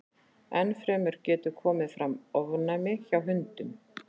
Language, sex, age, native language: Icelandic, female, 40-49, Icelandic